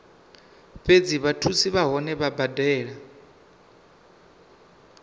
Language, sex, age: Venda, male, 25